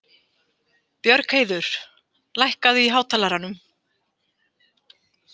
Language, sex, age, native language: Icelandic, female, 50-59, Icelandic